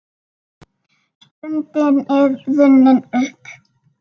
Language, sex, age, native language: Icelandic, female, 7, Icelandic